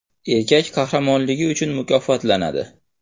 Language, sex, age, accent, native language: Uzbek, male, 25-34, Andijon, Uzbek